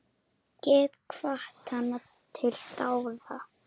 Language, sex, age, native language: Icelandic, female, 7, Icelandic